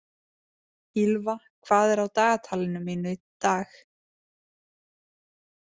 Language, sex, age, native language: Icelandic, female, 20-29, Icelandic